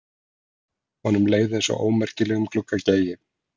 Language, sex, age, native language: Icelandic, male, 40-49, Icelandic